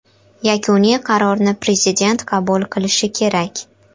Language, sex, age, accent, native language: Uzbek, female, 12-17, Qashqadaryo, Uzbek